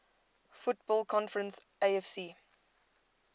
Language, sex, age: English, female, 22